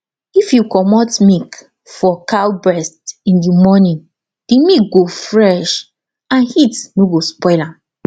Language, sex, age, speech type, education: Nigerian Pidgin, female, 15-29, spontaneous, tertiary